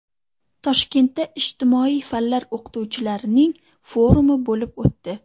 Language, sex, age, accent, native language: Uzbek, female, under 19, Xorazm, Uzbek